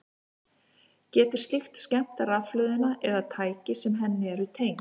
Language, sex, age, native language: Icelandic, female, 50-59, Icelandic